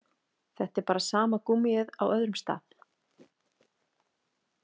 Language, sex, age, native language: Icelandic, female, 40-49, Icelandic